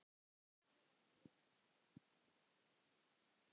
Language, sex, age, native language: Icelandic, male, 10, Icelandic